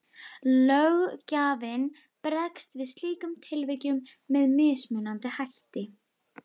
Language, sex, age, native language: Icelandic, female, 11, Icelandic